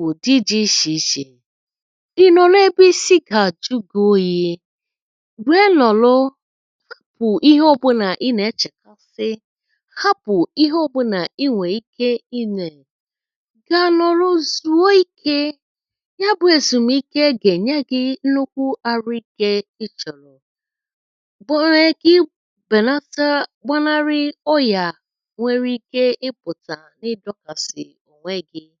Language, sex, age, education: Igbo, female, 30-45, secondary